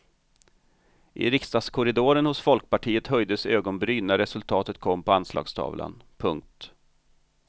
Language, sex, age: Swedish, male, 45